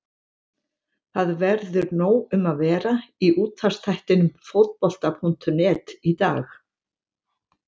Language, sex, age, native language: Icelandic, female, 70-79, Icelandic